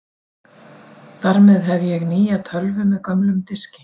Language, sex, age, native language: Icelandic, female, 40-49, Icelandic